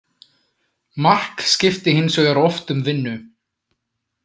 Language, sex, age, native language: Icelandic, male, 20-29, Icelandic